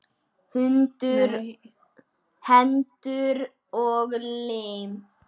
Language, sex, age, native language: Icelandic, male, 9, Icelandic